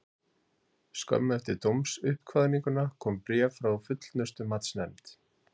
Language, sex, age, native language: Icelandic, male, 50-59, Icelandic